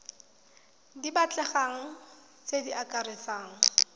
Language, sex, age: Tswana, female, 31